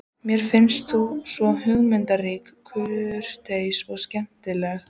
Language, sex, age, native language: Icelandic, female, 14, Icelandic